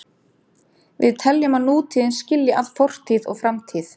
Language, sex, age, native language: Icelandic, female, 30-39, Icelandic